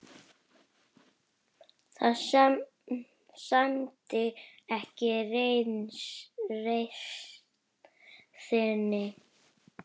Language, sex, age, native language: Icelandic, female, 9, Icelandic